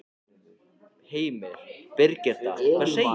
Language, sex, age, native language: Icelandic, male, 14, Icelandic